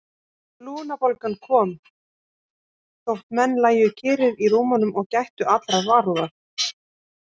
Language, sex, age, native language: Icelandic, female, 18-19, Icelandic